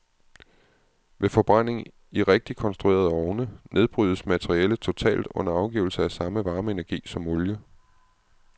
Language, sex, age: Danish, male, 36